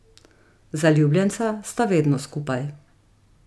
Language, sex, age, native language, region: Slovenian, female, 30-49, Slovenian, Gorica region